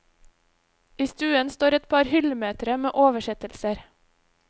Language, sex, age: Norwegian, female, 26